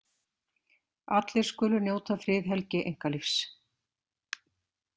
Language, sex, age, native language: Icelandic, female, 50-59, Icelandic